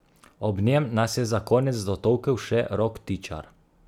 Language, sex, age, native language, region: Slovenian, male, 30-49, Slovenian, Gorica region